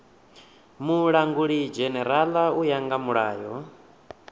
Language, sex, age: Venda, male, 28